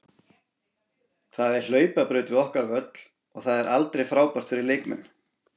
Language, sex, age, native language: Icelandic, male, 40-49, Icelandic